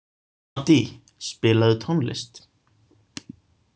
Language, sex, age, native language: Icelandic, male, 18-19, Icelandic